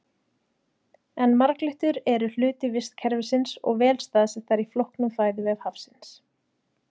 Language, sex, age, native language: Icelandic, female, 30-39, Icelandic